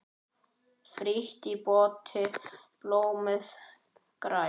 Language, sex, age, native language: Icelandic, male, 9, Icelandic